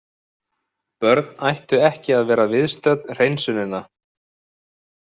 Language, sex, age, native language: Icelandic, male, 30-39, Icelandic